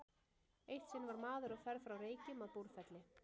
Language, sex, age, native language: Icelandic, female, 30-39, Icelandic